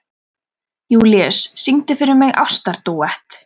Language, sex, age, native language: Icelandic, female, 13, Icelandic